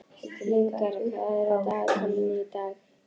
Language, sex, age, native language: Icelandic, female, 11, Icelandic